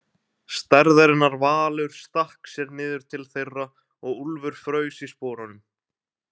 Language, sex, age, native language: Icelandic, male, 20-29, Icelandic